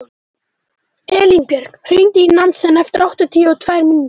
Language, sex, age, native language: Icelandic, male, 12, Icelandic